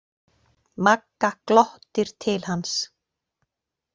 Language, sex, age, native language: Icelandic, female, 40-49, Icelandic